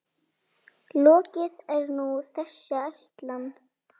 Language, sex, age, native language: Icelandic, female, 7, Icelandic